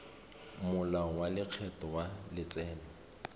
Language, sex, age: Tswana, male, 31